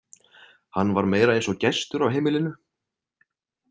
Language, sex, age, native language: Icelandic, male, 20-29, Icelandic